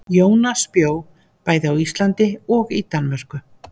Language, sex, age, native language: Icelandic, female, 50-59, Icelandic